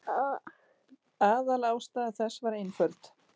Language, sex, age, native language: Icelandic, female, 40-49, Icelandic